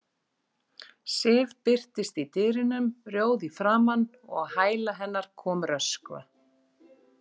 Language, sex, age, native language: Icelandic, female, 40-49, Icelandic